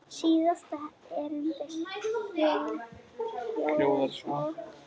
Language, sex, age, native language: Icelandic, female, 9, Icelandic